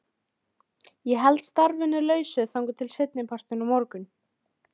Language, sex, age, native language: Icelandic, female, 13, Icelandic